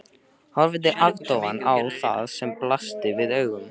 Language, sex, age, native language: Icelandic, male, 13, Icelandic